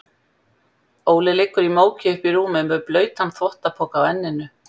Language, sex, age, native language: Icelandic, female, 50-59, Icelandic